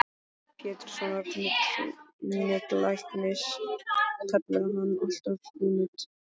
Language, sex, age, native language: Icelandic, male, 12, Icelandic